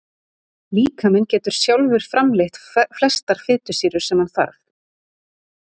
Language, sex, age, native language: Icelandic, female, 30-39, Icelandic